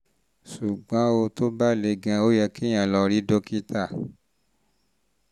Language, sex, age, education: Yoruba, male, 30-45, tertiary